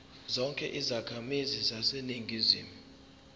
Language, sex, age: Zulu, male, 23